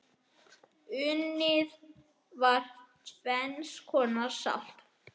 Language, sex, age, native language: Icelandic, male, 10, Icelandic